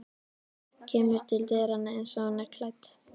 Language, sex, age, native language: Icelandic, female, 13, Icelandic